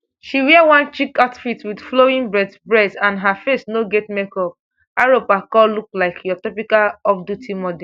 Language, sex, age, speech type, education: Nigerian Pidgin, female, 15-29, spontaneous, tertiary